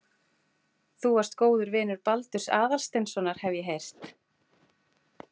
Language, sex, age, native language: Icelandic, female, 40-49, Icelandic